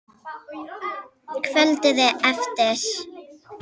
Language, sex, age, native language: Icelandic, female, 8, Icelandic